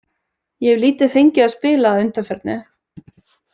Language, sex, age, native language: Icelandic, female, 20-29, Icelandic